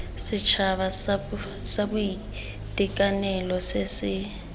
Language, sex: Tswana, female